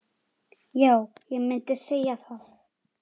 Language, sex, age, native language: Icelandic, male, 7, Icelandic